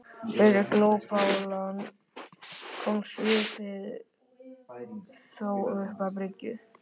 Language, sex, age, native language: Icelandic, male, 13, Icelandic